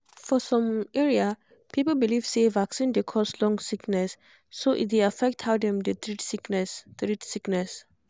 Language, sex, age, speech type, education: Nigerian Pidgin, female, 15-29, spontaneous, tertiary